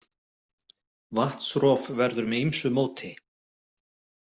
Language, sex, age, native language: Icelandic, male, 40-49, Icelandic